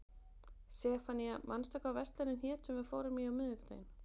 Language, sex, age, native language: Icelandic, female, 20-29, Icelandic